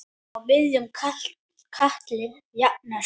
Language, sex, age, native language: Icelandic, female, 9, Icelandic